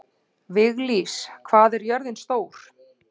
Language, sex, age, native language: Icelandic, female, 40-49, Icelandic